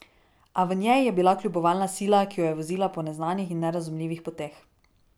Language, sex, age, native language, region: Slovenian, female, 18-29, Slovenian, Drava region